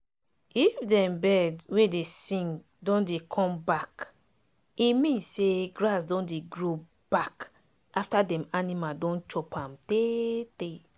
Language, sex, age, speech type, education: Nigerian Pidgin, female, 30-45, spontaneous, tertiary